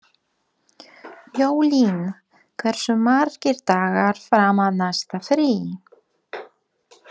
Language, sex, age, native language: Icelandic, female, 30-39, Polish